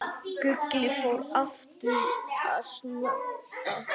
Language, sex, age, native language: Icelandic, male, 9, Icelandic